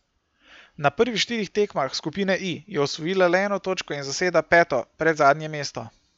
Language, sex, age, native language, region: Slovenian, male, 18-29, Slovenian, Gorenjska region